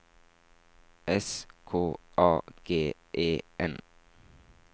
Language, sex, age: Norwegian, male, 17